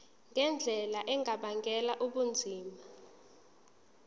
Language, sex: Zulu, female